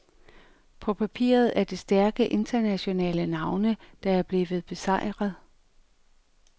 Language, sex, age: Danish, female, 45